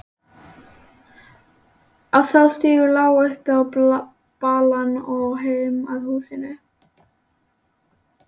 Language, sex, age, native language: Icelandic, female, 11, Icelandic